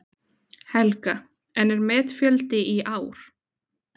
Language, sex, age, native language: Icelandic, female, 20-29, Icelandic